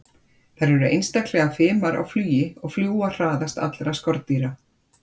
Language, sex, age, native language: Icelandic, female, 50-59, Icelandic